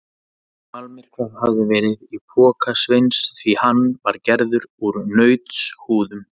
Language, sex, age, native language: Icelandic, male, 30-39, Icelandic